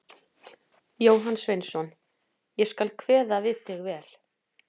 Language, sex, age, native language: Icelandic, female, 40-49, Icelandic